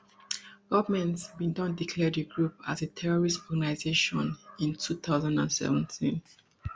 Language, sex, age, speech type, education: Nigerian Pidgin, female, 30-45, spontaneous, tertiary